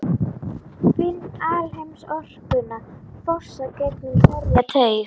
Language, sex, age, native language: Icelandic, female, 11, Icelandic